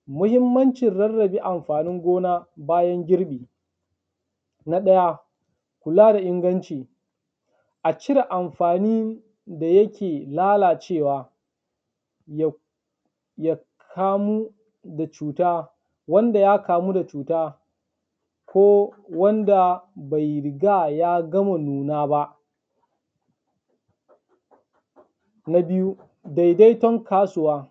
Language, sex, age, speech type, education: Hausa, male, 15-29, spontaneous, tertiary